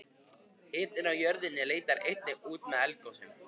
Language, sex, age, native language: Icelandic, male, 50-59, Icelandic